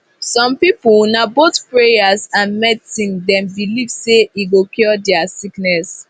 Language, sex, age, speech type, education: Nigerian Pidgin, female, 15-29, spontaneous, tertiary